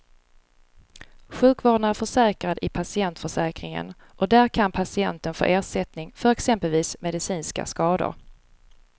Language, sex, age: Swedish, female, 35